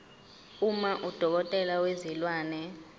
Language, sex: Zulu, female